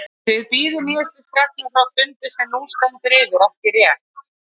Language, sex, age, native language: Icelandic, female, 60-69, Icelandic